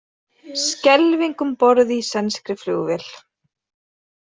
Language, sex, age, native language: Icelandic, female, 30-39, Icelandic